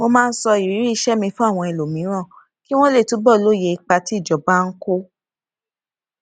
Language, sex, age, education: Yoruba, female, 15-29, tertiary